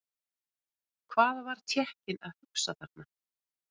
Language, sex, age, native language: Icelandic, female, 40-49, Icelandic